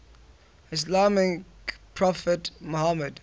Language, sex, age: English, male, 18